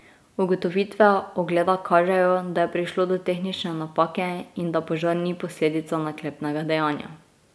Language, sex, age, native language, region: Slovenian, female, 18-29, Slovenian, Drava region